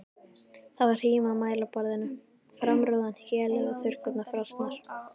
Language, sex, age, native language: Icelandic, female, 13, Icelandic